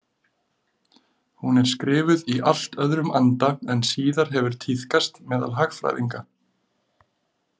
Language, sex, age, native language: Icelandic, male, 30-39, Icelandic